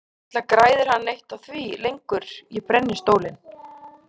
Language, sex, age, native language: Icelandic, female, 30-39, Icelandic